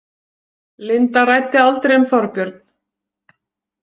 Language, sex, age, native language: Icelandic, female, 40-49, Icelandic